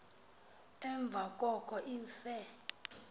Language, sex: Xhosa, female